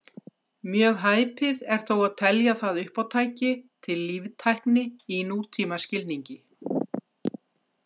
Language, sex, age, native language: Icelandic, female, 60-69, Icelandic